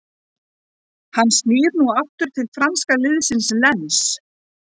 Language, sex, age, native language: Icelandic, female, 40-49, Icelandic